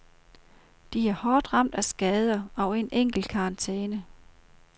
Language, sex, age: Danish, female, 38